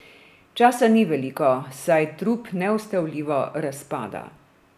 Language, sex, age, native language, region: Slovenian, female, 30-49, Slovenian, Drava region